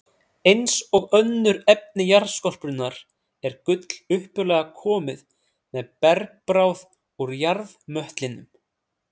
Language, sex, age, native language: Icelandic, male, 30-39, Icelandic